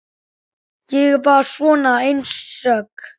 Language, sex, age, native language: Icelandic, male, 10, Icelandic